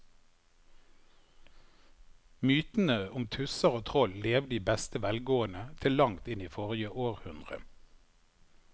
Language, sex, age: Norwegian, male, 51